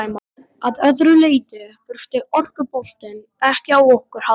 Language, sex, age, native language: Icelandic, male, 12, Icelandic